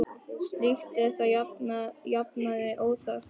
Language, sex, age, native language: Icelandic, male, 10, Icelandic